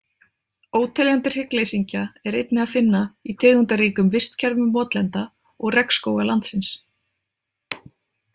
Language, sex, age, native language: Icelandic, female, 30-39, Icelandic